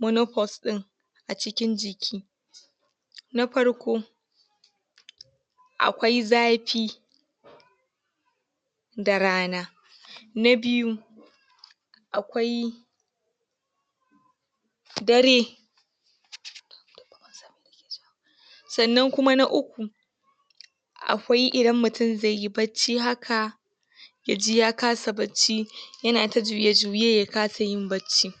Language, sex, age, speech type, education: Hausa, female, 15-29, spontaneous, tertiary